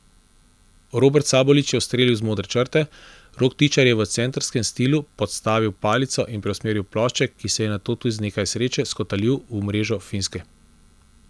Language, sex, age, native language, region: Slovenian, male, 30-49, Slovenian, Central Slovenia